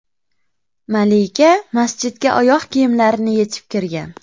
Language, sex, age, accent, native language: Uzbek, female, 25-34, Farg'ona, Uzbek